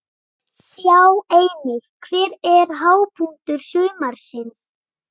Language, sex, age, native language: Icelandic, female, 18-19, Icelandic